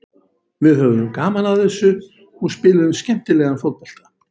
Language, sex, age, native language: Icelandic, female, 50-59, Icelandic